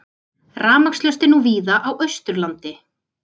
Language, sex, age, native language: Icelandic, female, 30-39, Icelandic